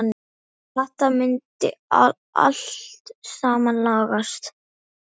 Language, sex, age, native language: Icelandic, male, 10, Icelandic